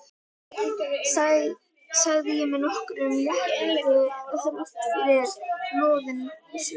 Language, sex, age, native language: Icelandic, female, 12, Icelandic